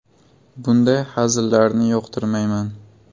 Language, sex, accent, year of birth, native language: Uzbek, male, Buxoro, 2002, Uzbek